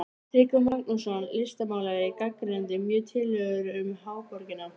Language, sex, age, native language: Icelandic, female, 13, Icelandic